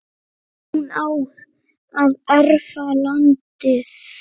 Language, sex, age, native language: Icelandic, female, 9, Icelandic